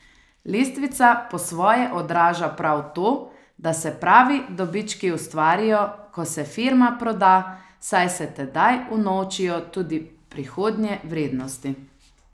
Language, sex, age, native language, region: Slovenian, female, 30-49, Slovenian, Savinja region